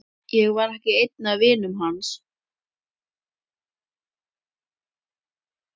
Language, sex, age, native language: Icelandic, male, 12, Icelandic